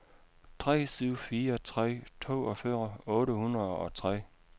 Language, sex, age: Danish, male, 56